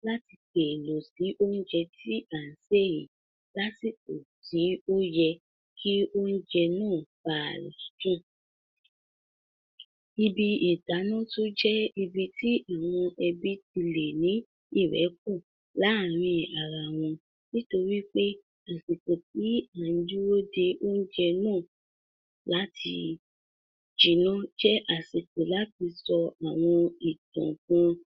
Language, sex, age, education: Yoruba, female, 46-60, tertiary